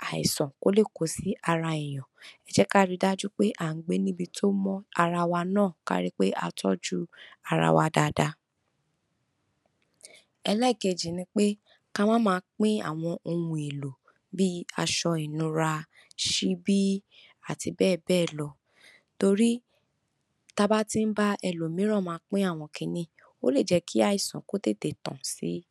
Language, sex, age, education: Yoruba, male, 46-60, tertiary